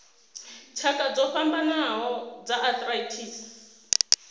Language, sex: Venda, female